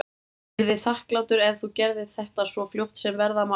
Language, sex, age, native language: Icelandic, male, 30-39, Icelandic